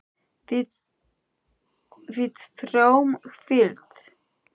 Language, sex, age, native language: Icelandic, female, 9, Icelandic